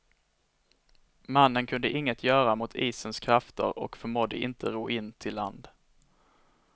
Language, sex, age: Swedish, male, 21